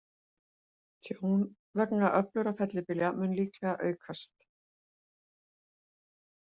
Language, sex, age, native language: Icelandic, female, 40-49, Icelandic